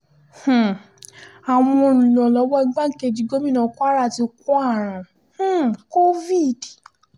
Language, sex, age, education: Yoruba, female, 15-29, tertiary